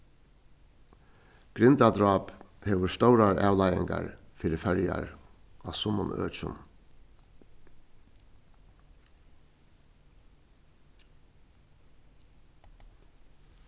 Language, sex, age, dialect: Faroese, male, 61+, Suðurstreymoy